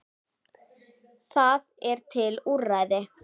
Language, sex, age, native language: Icelandic, female, 9, Icelandic